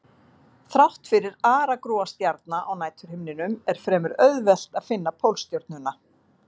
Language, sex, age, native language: Icelandic, female, 50-59, Icelandic